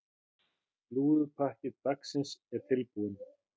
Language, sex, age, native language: Icelandic, male, 30-39, Icelandic